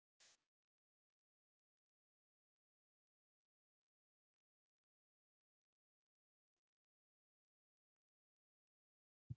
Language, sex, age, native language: Icelandic, male, 40-49, English